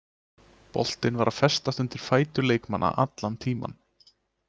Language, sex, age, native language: Icelandic, male, 20-29, Icelandic